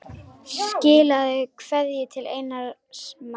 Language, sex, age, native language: Icelandic, female, 10, Icelandic